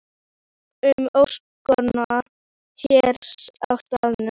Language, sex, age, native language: Icelandic, female, 11, Icelandic